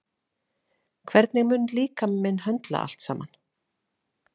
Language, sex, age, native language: Icelandic, female, 40-49, Icelandic